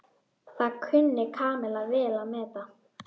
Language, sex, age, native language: Icelandic, female, 12, Icelandic